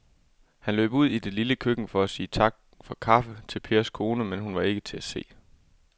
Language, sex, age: Danish, male, 24